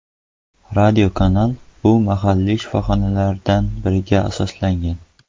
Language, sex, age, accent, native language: Uzbek, male, 12-17, Qoraqalpog'iston, Uzbek